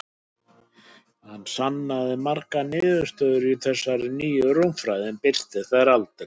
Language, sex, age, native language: Icelandic, male, 60-69, Icelandic